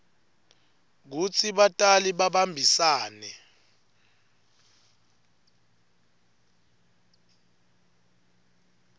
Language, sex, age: Swati, male, 21